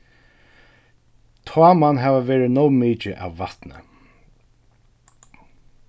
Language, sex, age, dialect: Faroese, male, 36-60, Suðurstreymoy